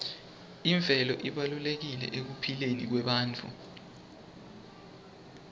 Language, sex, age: Swati, male, 20